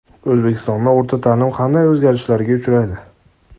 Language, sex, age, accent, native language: Uzbek, male, 18-24, Andijon, Uzbek